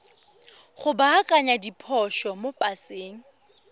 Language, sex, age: Tswana, female, 21